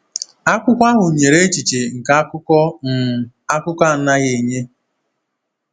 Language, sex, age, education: Igbo, male, 15-29, tertiary